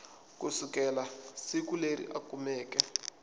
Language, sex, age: Tsonga, male, 24